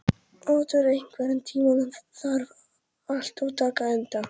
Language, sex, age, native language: Icelandic, male, 11, Polish